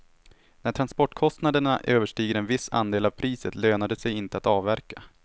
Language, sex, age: Swedish, male, 18